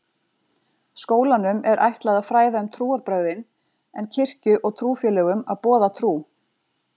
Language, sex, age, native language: Icelandic, female, 40-49, Icelandic